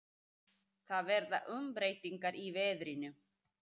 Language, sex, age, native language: Icelandic, female, 30-39, Icelandic